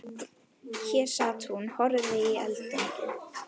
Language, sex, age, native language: Icelandic, female, 12, Icelandic